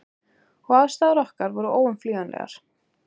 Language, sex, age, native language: Icelandic, female, 18-19, Icelandic